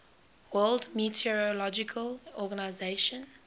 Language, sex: English, female